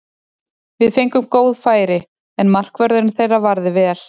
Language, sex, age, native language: Icelandic, female, 30-39, Icelandic